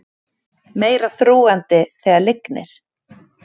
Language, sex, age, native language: Icelandic, female, 30-39, Icelandic